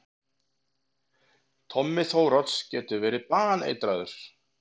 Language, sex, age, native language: Icelandic, male, 40-49, Icelandic